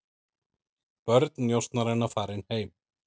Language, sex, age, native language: Icelandic, male, 30-39, Icelandic